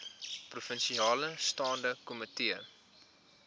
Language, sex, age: Afrikaans, male, 21